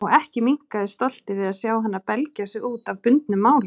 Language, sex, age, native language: Icelandic, female, 30-39, Icelandic